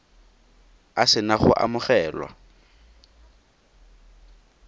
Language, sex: Tswana, male